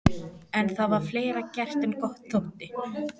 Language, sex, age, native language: Icelandic, female, 14, Icelandic